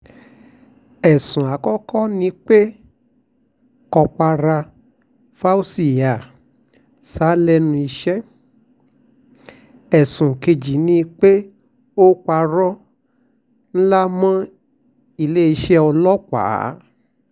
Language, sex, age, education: Yoruba, male, 46-60, tertiary